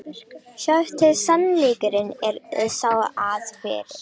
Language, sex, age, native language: Icelandic, female, 18-19, Romanian